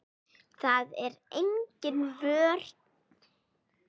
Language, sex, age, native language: Icelandic, female, 8, Icelandic